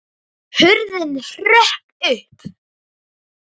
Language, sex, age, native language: Icelandic, male, 9, Icelandic